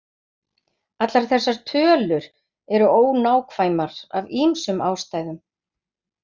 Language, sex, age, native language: Icelandic, female, 50-59, Icelandic